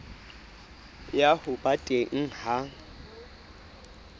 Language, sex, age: Southern Sotho, male, 24